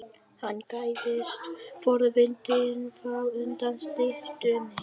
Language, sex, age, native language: Icelandic, male, 11, Vietnamese